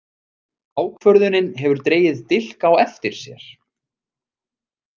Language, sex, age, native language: Icelandic, male, 30-39, Icelandic